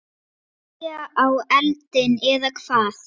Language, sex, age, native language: Icelandic, female, 8, Icelandic